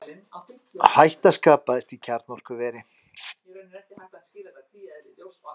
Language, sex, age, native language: Icelandic, other, 50-59, Icelandic